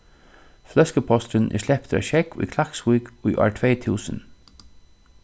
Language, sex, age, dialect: Faroese, male, 36-60, Suðurstreymoy